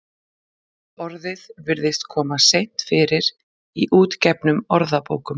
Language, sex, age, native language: Icelandic, female, 40-49, Icelandic